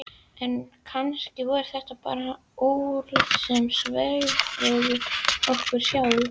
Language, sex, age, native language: Icelandic, female, 11, Icelandic